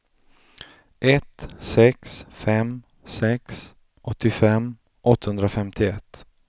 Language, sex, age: Swedish, male, 35